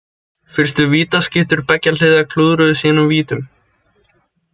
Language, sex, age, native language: Icelandic, male, 20-29, Icelandic